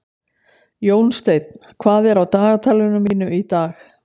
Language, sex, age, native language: Icelandic, female, 60-69, Icelandic